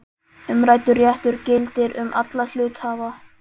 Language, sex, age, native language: Icelandic, male, 11, Icelandic